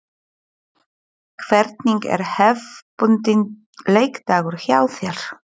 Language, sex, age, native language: Icelandic, female, 40-49, Polish